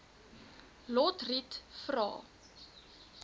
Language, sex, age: Afrikaans, female, 21